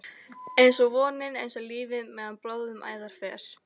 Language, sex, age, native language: Icelandic, female, 13, Icelandic